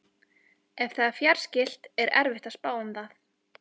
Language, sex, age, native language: Icelandic, female, 30-39, Icelandic